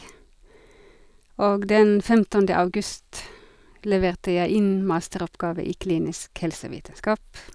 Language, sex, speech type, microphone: Norwegian, female, spontaneous, Sennheiser